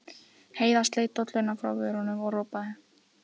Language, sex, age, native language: Icelandic, female, 14, Icelandic